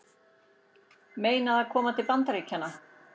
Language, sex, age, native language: Icelandic, female, 40-49, Icelandic